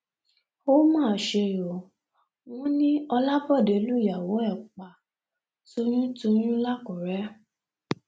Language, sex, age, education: Yoruba, female, 15-29, tertiary